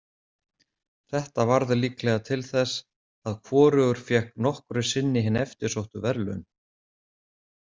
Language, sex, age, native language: Icelandic, male, 40-49, Icelandic